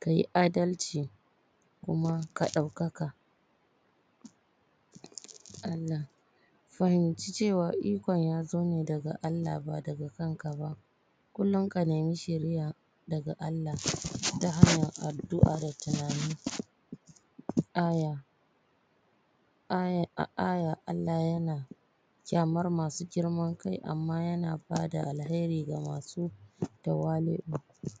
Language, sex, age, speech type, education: Hausa, female, 15-29, spontaneous, primary